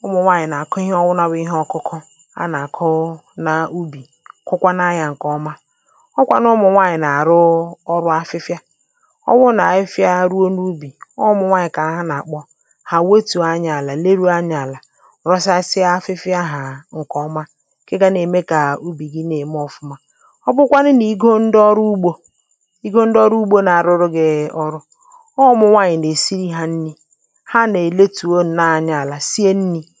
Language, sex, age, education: Igbo, female, 30-45, tertiary